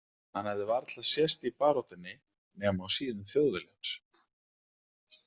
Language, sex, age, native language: Icelandic, male, 40-49, Icelandic